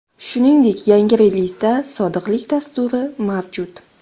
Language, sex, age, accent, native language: Uzbek, female, 19-29, Xorazm, Uzbek